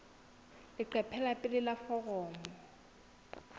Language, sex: Southern Sotho, female